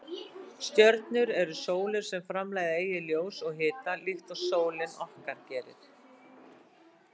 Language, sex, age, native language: Icelandic, female, 60-69, Icelandic